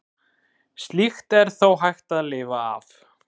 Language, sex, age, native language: Icelandic, male, 20-29, Icelandic